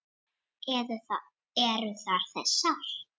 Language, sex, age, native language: Icelandic, male, 7, Icelandic